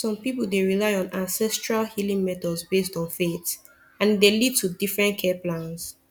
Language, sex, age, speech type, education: Nigerian Pidgin, female, 15-29, spontaneous, tertiary